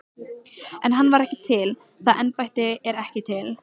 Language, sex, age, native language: Icelandic, female, 15, Icelandic